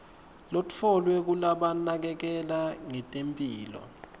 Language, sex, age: Swati, male, 19